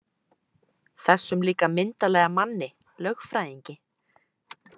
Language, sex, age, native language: Icelandic, female, 18-19, Icelandic